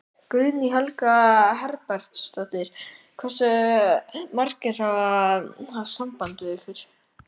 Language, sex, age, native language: Icelandic, male, 11, Icelandic